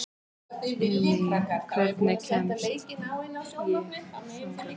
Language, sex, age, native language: Icelandic, other, 18-19, Icelandic